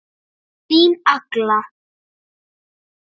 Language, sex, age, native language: Icelandic, female, 7, Icelandic